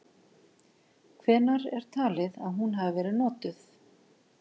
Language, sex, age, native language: Icelandic, female, 50-59, Icelandic